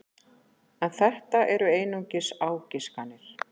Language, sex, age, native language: Icelandic, female, 40-49, Icelandic